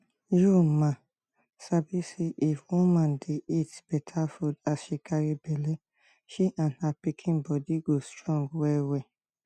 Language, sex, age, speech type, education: Nigerian Pidgin, female, 30-45, spontaneous, tertiary